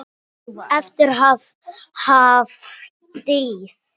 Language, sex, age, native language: Icelandic, female, 7, Icelandic